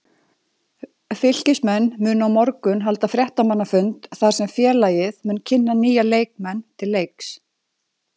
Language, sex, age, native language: Icelandic, female, 40-49, Icelandic